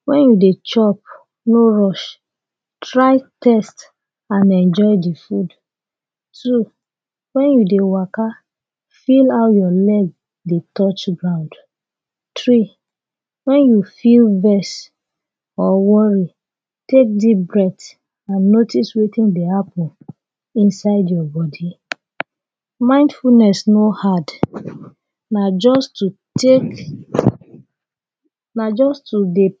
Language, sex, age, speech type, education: Nigerian Pidgin, female, 30-45, spontaneous, tertiary